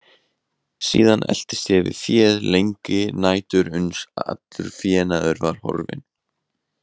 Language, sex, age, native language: Icelandic, male, 20-29, Icelandic